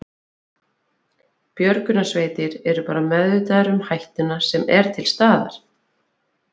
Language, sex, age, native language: Icelandic, female, 20-29, Icelandic